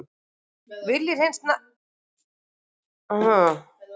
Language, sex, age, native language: Icelandic, female, 40-49, Icelandic